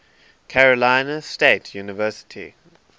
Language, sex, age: English, male, 23